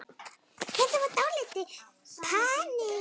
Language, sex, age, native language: Icelandic, female, 9, Icelandic